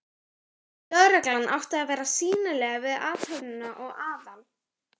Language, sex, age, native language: Icelandic, female, 11, Icelandic